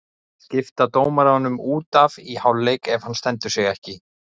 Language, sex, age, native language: Icelandic, male, 40-49, Icelandic